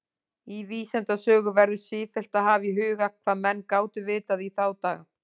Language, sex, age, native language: Icelandic, female, 40-49, Icelandic